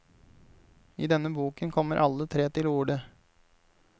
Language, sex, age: Norwegian, male, 28